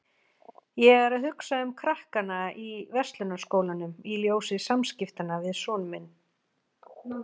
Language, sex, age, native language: Icelandic, female, 40-49, Icelandic